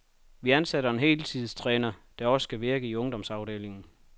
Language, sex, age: Danish, male, 31